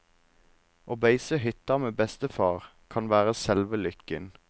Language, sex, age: Norwegian, male, 26